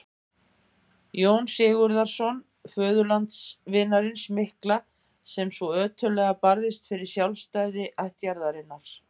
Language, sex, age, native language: Icelandic, female, 50-59, Icelandic